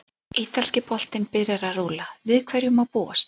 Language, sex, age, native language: Icelandic, female, 40-49, Icelandic